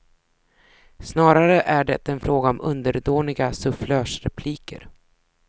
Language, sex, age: Swedish, female, 33